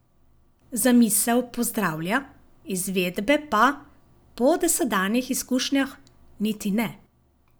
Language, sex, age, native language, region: Slovenian, female, 50-59, Slovenian, Savinja region